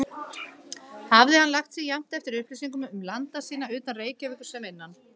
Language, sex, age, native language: Icelandic, female, 18-19, Icelandic